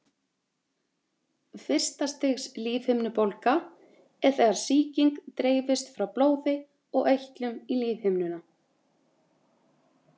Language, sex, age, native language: Icelandic, female, 30-39, Icelandic